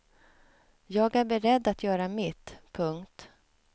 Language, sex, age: Swedish, female, 37